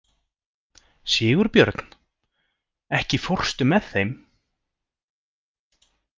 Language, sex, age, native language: Icelandic, male, 30-39, Icelandic